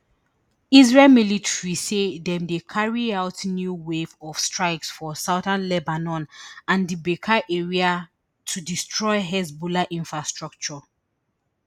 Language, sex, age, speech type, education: Nigerian Pidgin, female, 30-45, spontaneous, tertiary